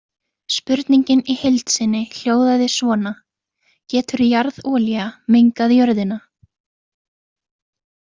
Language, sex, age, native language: Icelandic, female, 20-29, Icelandic